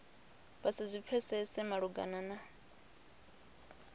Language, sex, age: Venda, female, 26